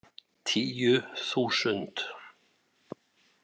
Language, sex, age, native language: Icelandic, male, 60-69, Icelandic